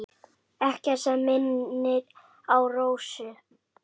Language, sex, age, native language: Icelandic, male, 8, Icelandic